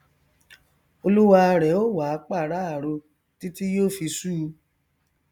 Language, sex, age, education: Yoruba, male, 30-45, tertiary